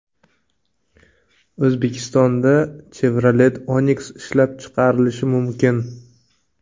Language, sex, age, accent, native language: Uzbek, male, 25-34, Navoiy, Uzbek